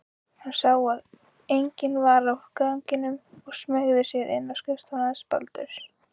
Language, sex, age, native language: Icelandic, female, 16, Icelandic